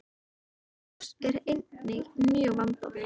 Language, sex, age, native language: Icelandic, female, 13, Icelandic